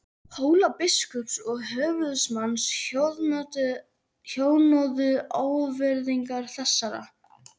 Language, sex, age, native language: Icelandic, male, 11, Icelandic